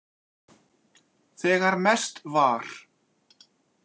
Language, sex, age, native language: Icelandic, male, 40-49, Icelandic